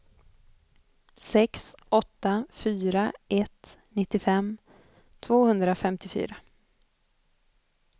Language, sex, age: Swedish, female, 25